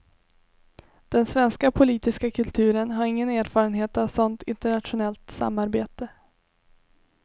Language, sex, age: Swedish, female, 21